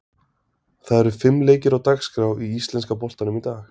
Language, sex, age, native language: Icelandic, male, 20-29, Icelandic